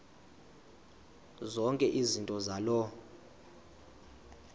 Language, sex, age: Xhosa, male, 22